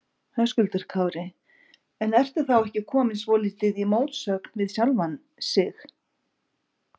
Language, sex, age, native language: Icelandic, female, 50-59, Icelandic